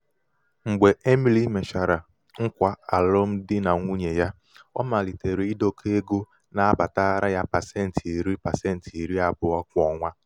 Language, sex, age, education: Igbo, male, 15-29, tertiary